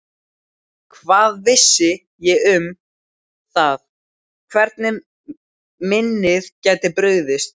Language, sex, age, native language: Icelandic, male, 12, Icelandic